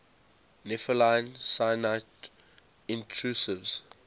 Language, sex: English, male